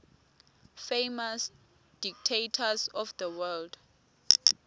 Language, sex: Swati, female